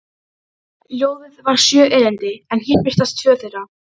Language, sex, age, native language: Icelandic, female, 12, Icelandic